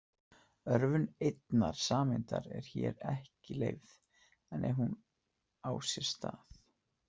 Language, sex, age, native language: Icelandic, male, 30-39, Icelandic